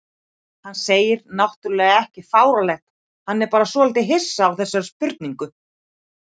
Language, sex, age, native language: Icelandic, female, 40-49, Icelandic